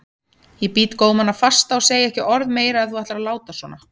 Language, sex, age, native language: Icelandic, female, 30-39, Icelandic